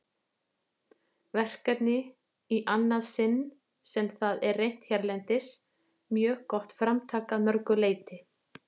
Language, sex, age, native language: Icelandic, female, 40-49, Icelandic